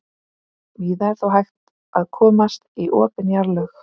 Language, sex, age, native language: Icelandic, female, 18-19, Icelandic